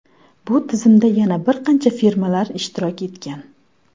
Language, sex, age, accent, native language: Uzbek, female, 19-29, Farg'ona, Uzbek